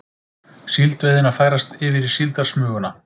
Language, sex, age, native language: Icelandic, male, 30-39, Icelandic